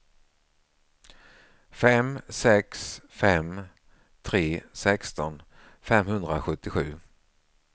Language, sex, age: Swedish, male, 49